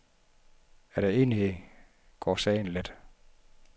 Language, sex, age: Danish, male, 51